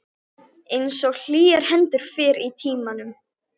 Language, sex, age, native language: Icelandic, female, 12, Icelandic